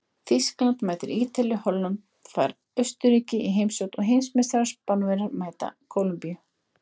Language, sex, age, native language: Icelandic, female, 20-29, Icelandic